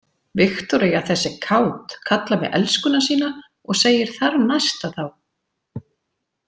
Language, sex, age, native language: Icelandic, female, 40-49, Icelandic